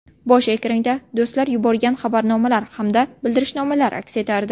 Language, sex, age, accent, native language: Uzbek, female, 18-24, Buxoro, Uzbek